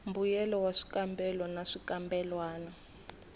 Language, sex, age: Tsonga, female, 21